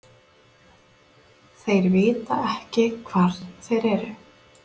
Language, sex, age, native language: Icelandic, female, 30-39, Icelandic